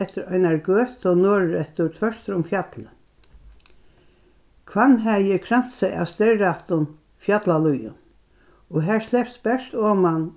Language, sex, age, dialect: Faroese, female, 61+, Norðurstreymoy/Eysturoy